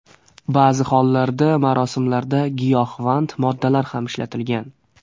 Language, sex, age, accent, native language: Uzbek, male, 18-24, Surxondaryo, Uzbek